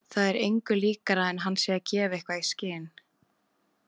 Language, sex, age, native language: Icelandic, female, 20-29, Icelandic